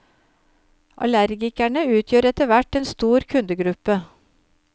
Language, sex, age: Norwegian, female, 53